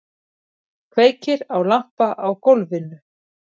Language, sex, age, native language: Icelandic, female, 50-59, Icelandic